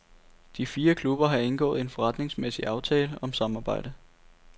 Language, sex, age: Danish, male, 18